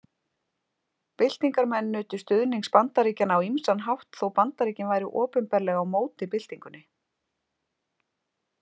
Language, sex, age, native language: Icelandic, female, 50-59, Icelandic